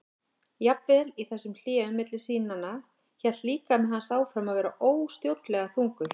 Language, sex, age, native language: Icelandic, female, 50-59, Icelandic